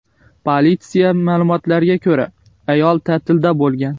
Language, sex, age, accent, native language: Uzbek, male, 18-24, Xorazm, Uzbek